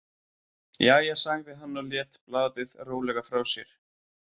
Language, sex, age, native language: Icelandic, male, 20-29, Icelandic